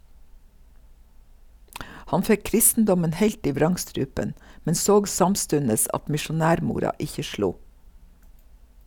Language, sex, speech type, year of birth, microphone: Norwegian, female, read, 1956, Sennheiser